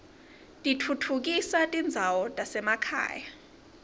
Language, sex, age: Swati, female, 22